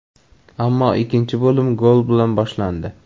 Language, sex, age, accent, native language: Uzbek, male, 18-24, Samarqand, Uzbek